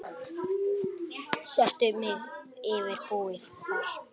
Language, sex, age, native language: Icelandic, female, 8, Icelandic